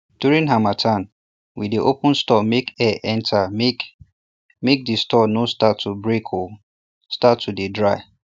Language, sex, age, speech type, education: Nigerian Pidgin, male, 30-45, spontaneous, tertiary